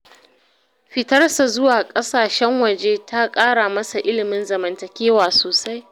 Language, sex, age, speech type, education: Hausa, female, 30-45, read, secondary